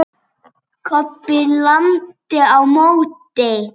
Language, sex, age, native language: Icelandic, female, 7, Icelandic